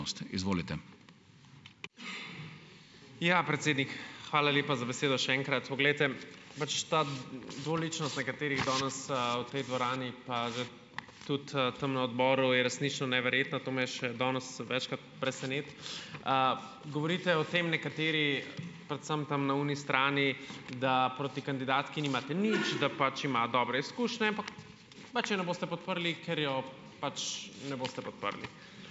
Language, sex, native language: Slovenian, male, Slovenian